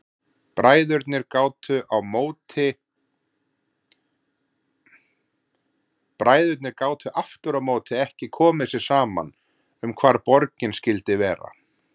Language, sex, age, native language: Icelandic, male, 40-49, Icelandic